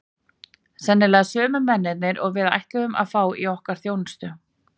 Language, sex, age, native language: Icelandic, female, 40-49, Icelandic